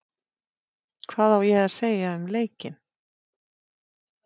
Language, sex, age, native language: Icelandic, female, 50-59, Icelandic